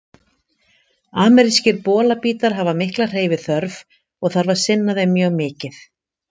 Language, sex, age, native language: Icelandic, female, 50-59, Icelandic